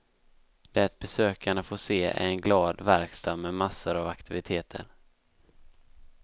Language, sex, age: Swedish, male, 19